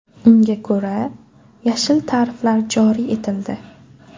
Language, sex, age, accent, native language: Uzbek, female, 18-24, Buxoro, Uzbek